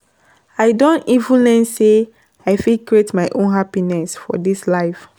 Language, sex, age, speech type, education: Nigerian Pidgin, female, 15-29, spontaneous, tertiary